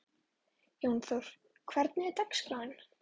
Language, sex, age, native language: Icelandic, female, 12, Icelandic